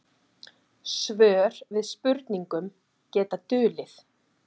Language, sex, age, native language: Icelandic, female, 40-49, Icelandic